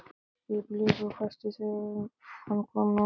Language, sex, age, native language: Icelandic, male, 12, Icelandic